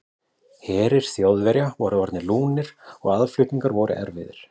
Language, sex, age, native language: Icelandic, male, 40-49, Icelandic